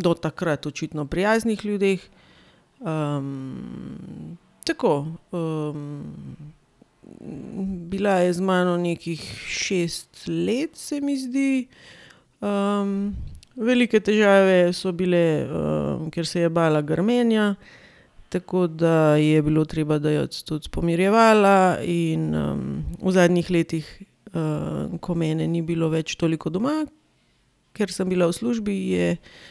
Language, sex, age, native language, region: Slovenian, female, 30-49, Slovenian, Gorenjska region